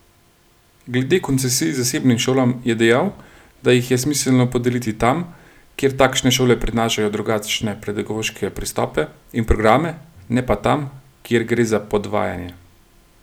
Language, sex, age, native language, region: Slovenian, male, 30-49, Slovenian, Gorenjska region